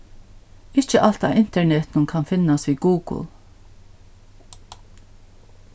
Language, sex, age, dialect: Faroese, female, 61+, Norðurstreymoy/Eysturoy